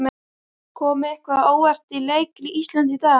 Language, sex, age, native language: Icelandic, female, 12, Icelandic